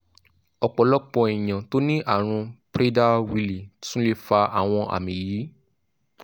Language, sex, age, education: Yoruba, male, 15-29, tertiary